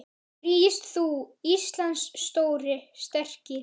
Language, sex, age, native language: Icelandic, male, 10, Icelandic